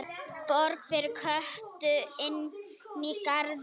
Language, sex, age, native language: Icelandic, female, 9, Icelandic